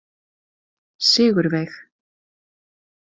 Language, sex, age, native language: Icelandic, female, 30-39, Icelandic